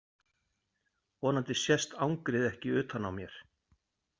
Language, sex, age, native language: Icelandic, male, 50-59, Icelandic